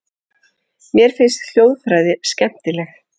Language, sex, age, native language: Icelandic, female, 40-49, Icelandic